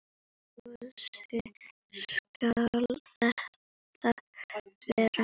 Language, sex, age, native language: Icelandic, female, 8, Icelandic